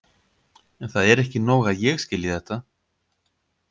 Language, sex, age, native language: Icelandic, male, 50-59, Icelandic